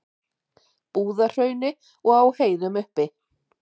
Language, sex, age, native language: Icelandic, female, 50-59, Icelandic